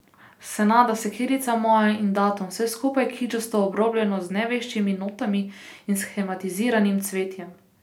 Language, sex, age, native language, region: Slovenian, female, 18-29, Slovenian, Posavska region